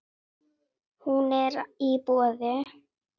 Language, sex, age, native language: Icelandic, female, 9, Icelandic